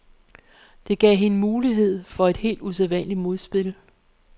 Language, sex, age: Danish, female, 48